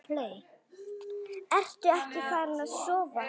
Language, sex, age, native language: Icelandic, female, 9, Icelandic